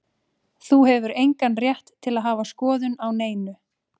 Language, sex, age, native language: Icelandic, female, 30-39, Icelandic